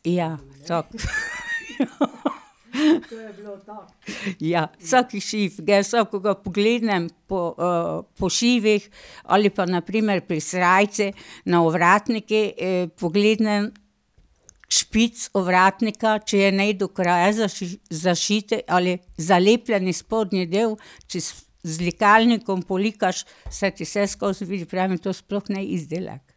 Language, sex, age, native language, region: Slovenian, female, 60+, Slovenian, Pomurje region